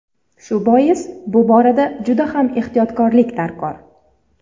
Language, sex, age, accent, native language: Uzbek, female, 30-39, Farg'ona, Uzbek